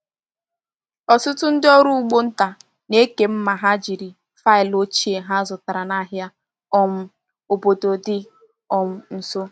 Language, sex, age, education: Igbo, female, 15-29, tertiary